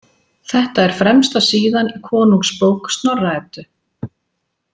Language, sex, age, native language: Icelandic, female, 40-49, Icelandic